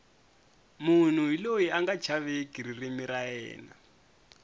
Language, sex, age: Tsonga, male, 22